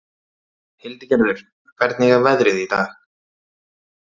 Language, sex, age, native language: Icelandic, male, 30-39, Icelandic